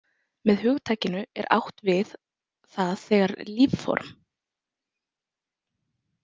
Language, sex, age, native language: Icelandic, female, 20-29, Icelandic